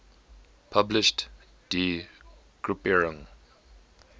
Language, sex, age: English, male, 21